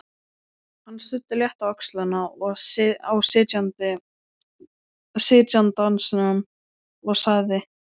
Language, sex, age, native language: Icelandic, male, 12, Icelandic